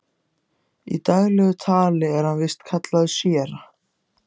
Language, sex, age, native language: Icelandic, other, 14, Icelandic